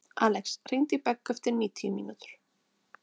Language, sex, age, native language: Icelandic, female, 30-39, Icelandic